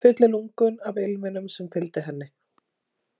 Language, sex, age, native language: Icelandic, female, 30-39, Icelandic